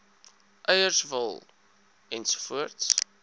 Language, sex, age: Afrikaans, male, 22